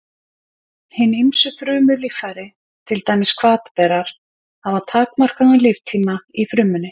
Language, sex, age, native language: Icelandic, female, 50-59, Icelandic